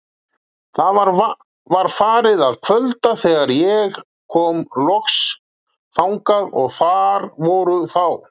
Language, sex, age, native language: Icelandic, male, 40-49, Icelandic